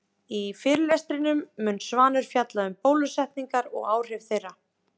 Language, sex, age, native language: Icelandic, female, 30-39, Icelandic